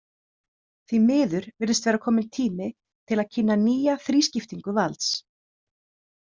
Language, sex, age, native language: Icelandic, female, 30-39, Icelandic